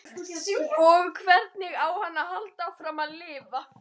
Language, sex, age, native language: Icelandic, female, 13, Icelandic